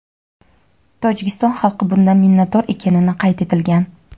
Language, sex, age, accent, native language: Uzbek, female, 19-29, Toshkent viloyati, Uzbek